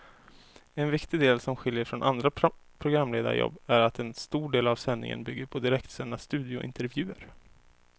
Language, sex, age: Swedish, male, 24